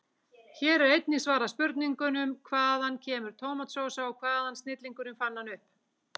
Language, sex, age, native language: Icelandic, female, 18-19, Icelandic